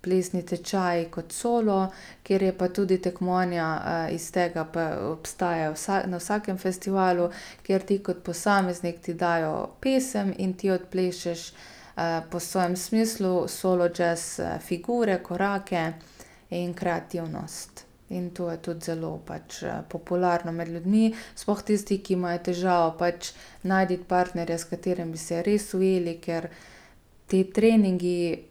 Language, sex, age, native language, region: Slovenian, female, 30-49, Slovenian, Gorica region